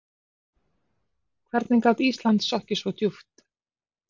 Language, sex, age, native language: Icelandic, female, 40-49, Icelandic